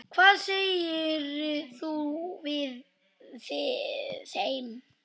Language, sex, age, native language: Icelandic, female, 9, Icelandic